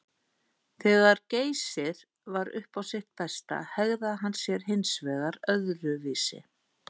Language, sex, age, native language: Icelandic, female, 50-59, Icelandic